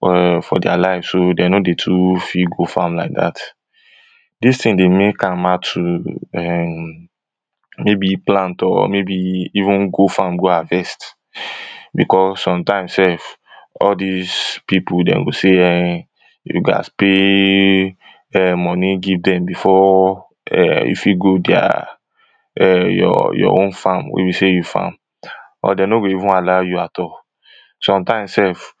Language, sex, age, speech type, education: Nigerian Pidgin, male, 15-29, spontaneous, tertiary